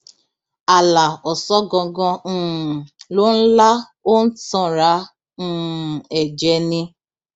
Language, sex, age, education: Yoruba, female, 15-29, tertiary